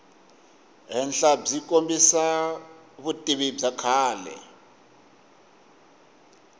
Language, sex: Tsonga, male